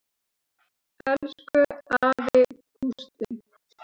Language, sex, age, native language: Icelandic, male, 7, Icelandic